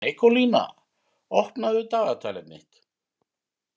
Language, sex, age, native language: Icelandic, male, 50-59, Icelandic